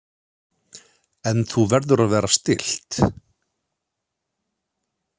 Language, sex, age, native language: Icelandic, male, 30-39, Icelandic